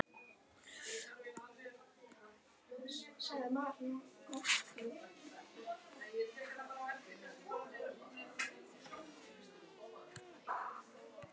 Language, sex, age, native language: Icelandic, female, 50-59, Icelandic